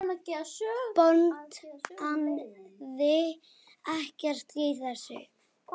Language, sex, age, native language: Icelandic, female, 9, Icelandic